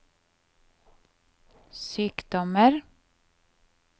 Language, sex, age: Norwegian, female, 30